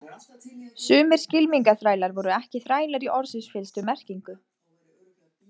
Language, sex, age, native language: Icelandic, female, 20-29, Icelandic